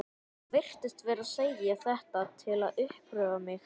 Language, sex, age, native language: Icelandic, male, 11, Icelandic